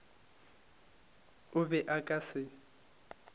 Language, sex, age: Northern Sotho, male, 22